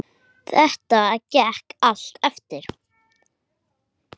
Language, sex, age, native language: Icelandic, male, 8, Icelandic